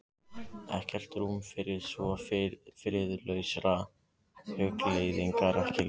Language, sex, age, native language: Icelandic, other, 15, Icelandic